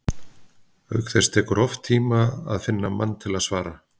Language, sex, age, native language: Icelandic, male, 50-59, Icelandic